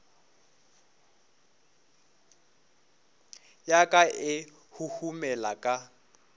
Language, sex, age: Northern Sotho, male, 24